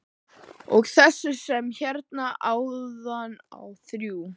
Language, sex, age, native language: Icelandic, male, 11, Icelandic